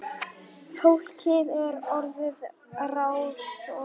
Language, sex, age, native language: Icelandic, male, 18-19, Icelandic